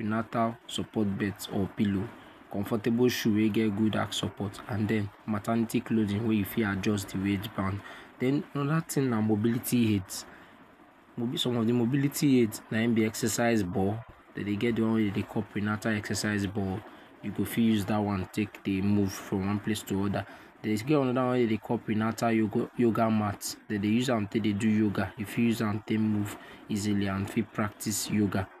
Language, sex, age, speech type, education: Nigerian Pidgin, male, 46-60, spontaneous, tertiary